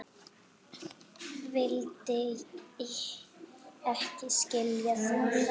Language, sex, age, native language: Icelandic, female, 8, Icelandic